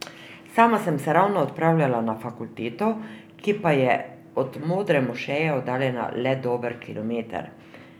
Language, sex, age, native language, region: Slovenian, female, 50-59, Slovenian, Drava region